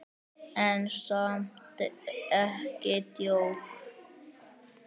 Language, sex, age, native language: Icelandic, male, 9, Icelandic